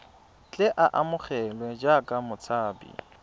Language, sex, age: Tswana, male, 20